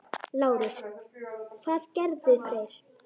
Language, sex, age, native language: Icelandic, female, 10, Icelandic